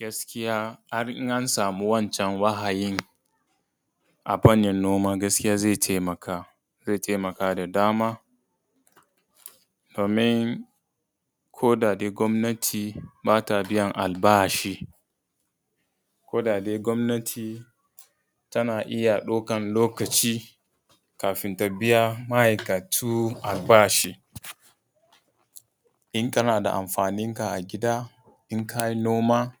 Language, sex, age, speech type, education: Hausa, male, 30-45, spontaneous, tertiary